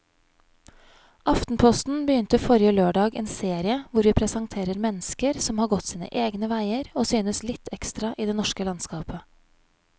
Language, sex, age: Norwegian, female, 31